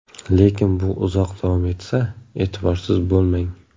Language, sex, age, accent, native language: Uzbek, male, 18-24, Surxondaryo, Uzbek